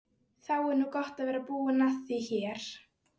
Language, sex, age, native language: Icelandic, female, 10, Icelandic